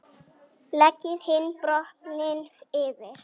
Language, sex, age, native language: Icelandic, female, 8, Icelandic